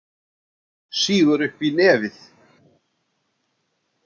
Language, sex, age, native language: Icelandic, male, 60-69, Icelandic